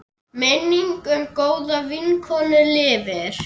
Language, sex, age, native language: Icelandic, male, 10, Icelandic